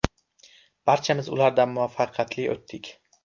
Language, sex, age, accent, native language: Uzbek, male, 12-17, Samarqand, Uzbek